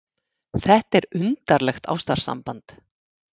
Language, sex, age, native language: Icelandic, female, 50-59, Icelandic